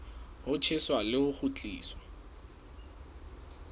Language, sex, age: Southern Sotho, male, 19